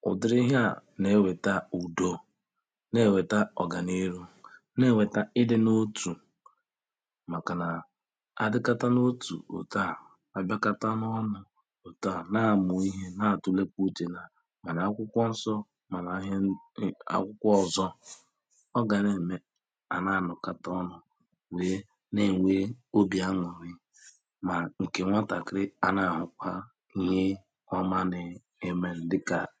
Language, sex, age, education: Igbo, male, 30-45, tertiary